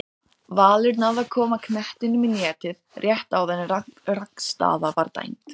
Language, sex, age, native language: Icelandic, female, 30-39, Icelandic